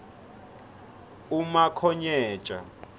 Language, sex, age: South Ndebele, male, 25